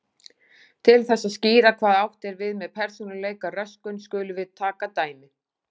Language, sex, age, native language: Icelandic, female, 40-49, Icelandic